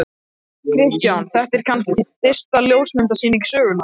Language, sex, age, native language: Icelandic, male, 13, Icelandic